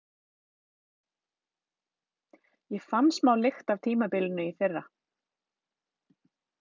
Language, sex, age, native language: Icelandic, female, 30-39, Icelandic